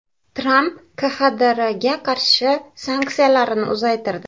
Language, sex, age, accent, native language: Uzbek, female, 18-24, Andijon, Uzbek